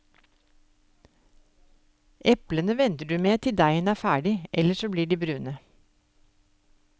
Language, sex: Norwegian, female